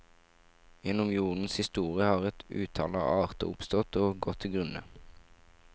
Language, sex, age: Norwegian, male, 17